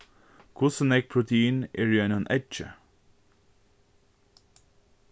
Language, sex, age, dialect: Faroese, male, 15-35, Norðurstreymoy/Eysturoy